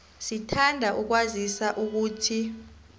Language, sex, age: South Ndebele, female, 25